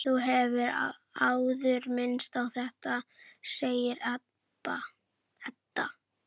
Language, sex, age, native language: Icelandic, female, 11, Icelandic